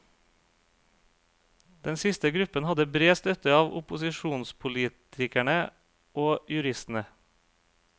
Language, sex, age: Norwegian, male, 35